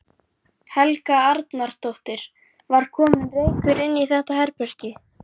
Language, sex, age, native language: Icelandic, female, 11, Icelandic